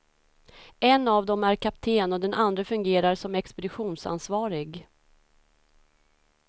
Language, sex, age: Swedish, female, 46